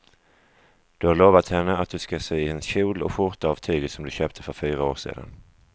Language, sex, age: Swedish, male, 35